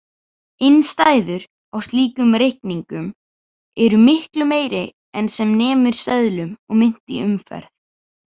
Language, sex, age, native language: Icelandic, female, 18-19, Icelandic